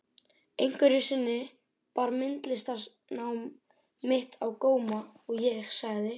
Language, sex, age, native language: Icelandic, male, 12, Icelandic